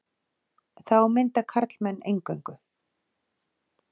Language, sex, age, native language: Icelandic, female, 40-49, Icelandic